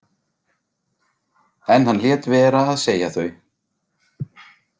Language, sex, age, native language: Icelandic, male, 40-49, Icelandic